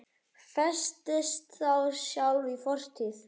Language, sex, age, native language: Icelandic, male, 10, Icelandic